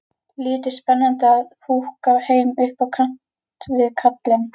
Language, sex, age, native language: Icelandic, female, 11, Icelandic